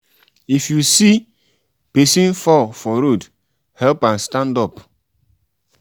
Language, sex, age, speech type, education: Nigerian Pidgin, male, 15-29, spontaneous, tertiary